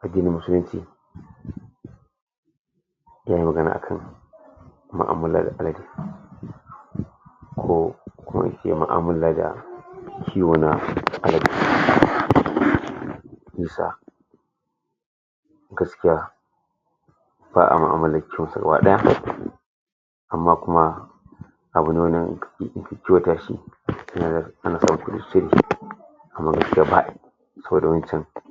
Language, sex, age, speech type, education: Hausa, male, 60+, spontaneous, tertiary